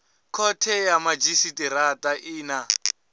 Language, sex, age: Venda, male, 20